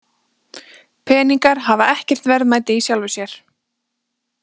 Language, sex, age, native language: Icelandic, female, 20-29, Icelandic